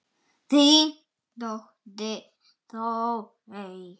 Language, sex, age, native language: Icelandic, male, 8, Icelandic